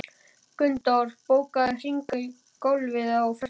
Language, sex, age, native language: Icelandic, male, 11, Icelandic